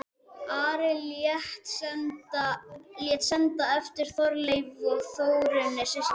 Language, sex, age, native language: Icelandic, male, 12, Icelandic